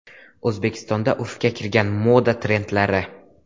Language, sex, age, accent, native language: Uzbek, male, 12-17, Xorazm, Uzbek